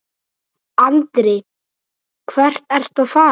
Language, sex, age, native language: Icelandic, male, 9, Icelandic